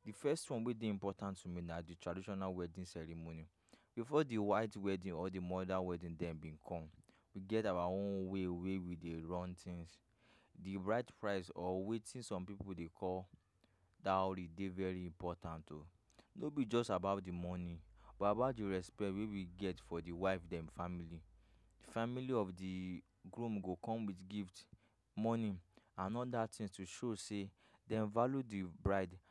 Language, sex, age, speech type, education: Nigerian Pidgin, male, 15-29, spontaneous, tertiary